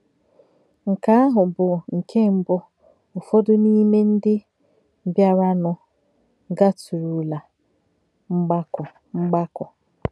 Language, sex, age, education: Igbo, female, 30-45, tertiary